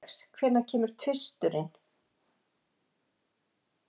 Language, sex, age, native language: Icelandic, female, 60-69, Icelandic